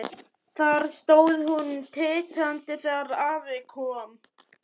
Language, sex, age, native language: Icelandic, male, 11, Icelandic